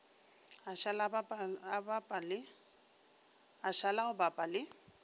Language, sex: Northern Sotho, female